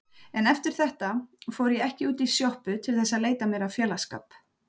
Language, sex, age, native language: Icelandic, female, 30-39, Icelandic